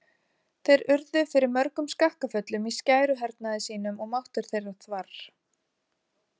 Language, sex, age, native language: Icelandic, female, 40-49, Icelandic